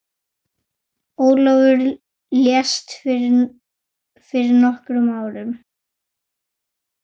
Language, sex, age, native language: Icelandic, male, 9, Icelandic